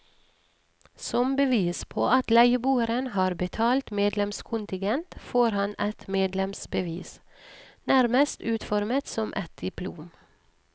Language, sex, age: Norwegian, female, 39